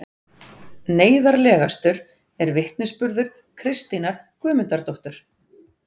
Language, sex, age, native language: Icelandic, female, 40-49, Icelandic